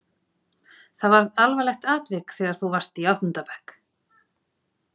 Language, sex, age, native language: Icelandic, female, 40-49, Icelandic